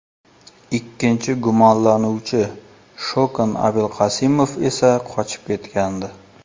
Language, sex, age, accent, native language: Uzbek, male, 35+, Surxondaryo, Uzbek